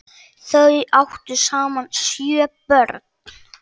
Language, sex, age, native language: Icelandic, male, 7, Icelandic